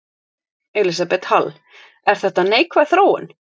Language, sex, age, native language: Icelandic, female, 30-39, Icelandic